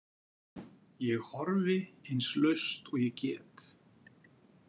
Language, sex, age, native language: Icelandic, male, 50-59, Icelandic